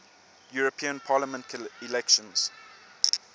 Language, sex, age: English, male, 24